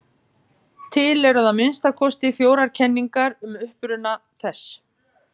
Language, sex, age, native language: Icelandic, female, 50-59, Icelandic